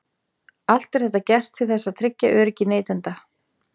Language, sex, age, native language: Icelandic, female, 18-19, Icelandic